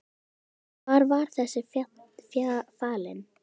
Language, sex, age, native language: Icelandic, female, 10, Icelandic